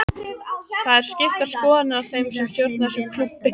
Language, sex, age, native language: Icelandic, female, 18-19, Icelandic